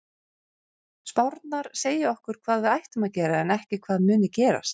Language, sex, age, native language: Icelandic, female, 30-39, Icelandic